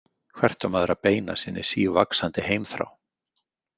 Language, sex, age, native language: Icelandic, male, 50-59, Icelandic